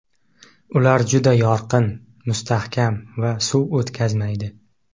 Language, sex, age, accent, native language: Uzbek, male, 18-24, Qashqadaryo, Uzbek